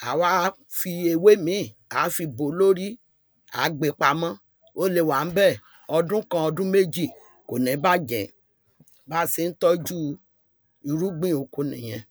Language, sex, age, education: Yoruba, female, 46-60, tertiary